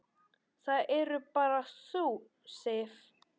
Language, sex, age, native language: Icelandic, male, 10, Icelandic